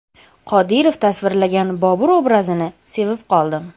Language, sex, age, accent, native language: Uzbek, female, 18-24, Andijon, Uzbek